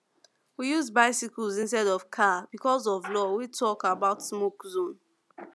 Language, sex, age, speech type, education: Nigerian Pidgin, female, 15-29, spontaneous, secondary